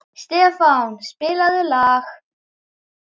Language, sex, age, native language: Icelandic, male, 11, Icelandic